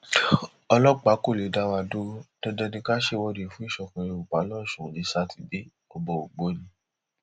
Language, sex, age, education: Yoruba, male, 15-29, tertiary